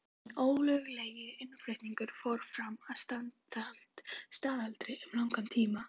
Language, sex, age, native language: Icelandic, female, 11, Icelandic